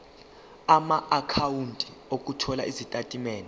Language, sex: Zulu, male